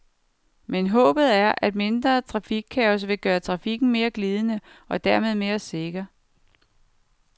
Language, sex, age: Danish, female, 49